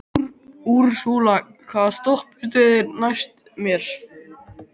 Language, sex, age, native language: Icelandic, male, 12, Icelandic